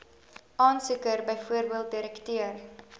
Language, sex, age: Afrikaans, female, 22